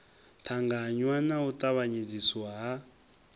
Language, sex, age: Venda, male, 23